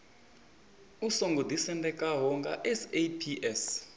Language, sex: Venda, male